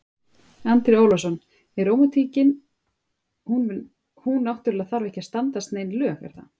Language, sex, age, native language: Icelandic, female, 30-39, Icelandic